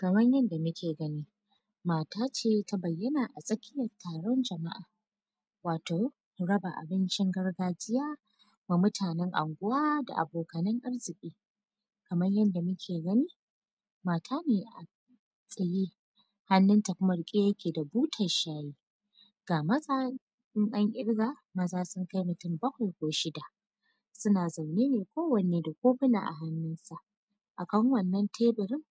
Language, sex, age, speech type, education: Hausa, female, 15-29, spontaneous, tertiary